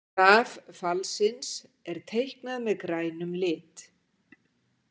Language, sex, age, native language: Icelandic, female, 60-69, Icelandic